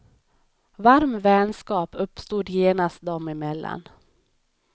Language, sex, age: Swedish, female, 31